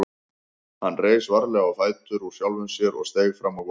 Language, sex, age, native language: Icelandic, male, 50-59, Icelandic